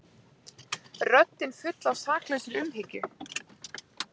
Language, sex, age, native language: Icelandic, female, 20-29, Icelandic